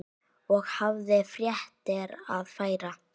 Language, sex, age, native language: Icelandic, female, 9, Icelandic